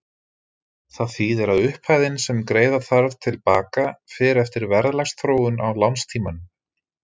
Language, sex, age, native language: Icelandic, male, 30-39, Icelandic